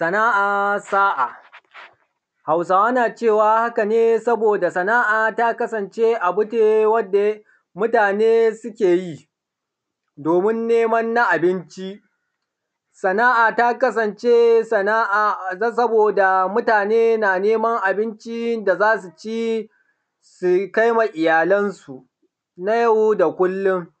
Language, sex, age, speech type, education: Hausa, male, 30-45, spontaneous, tertiary